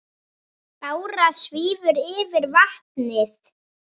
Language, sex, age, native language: Icelandic, female, 7, Icelandic